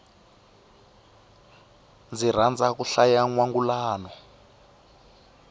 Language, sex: Tsonga, male